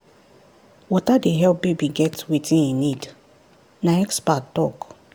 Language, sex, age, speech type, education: Nigerian Pidgin, female, 30-45, spontaneous, tertiary